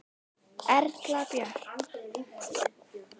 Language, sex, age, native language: Icelandic, female, 10, Icelandic